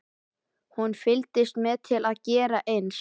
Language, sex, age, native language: Icelandic, male, 12, Icelandic